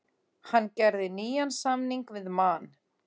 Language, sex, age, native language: Icelandic, female, 30-39, Icelandic